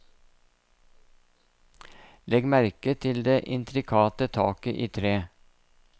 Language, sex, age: Norwegian, male, 57